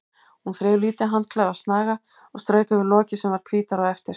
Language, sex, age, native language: Icelandic, female, 50-59, Icelandic